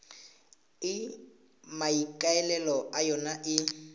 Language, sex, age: Tswana, male, 18